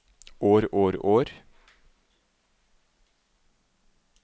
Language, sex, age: Norwegian, male, 52